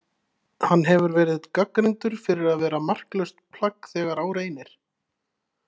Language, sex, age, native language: Icelandic, male, 30-39, Icelandic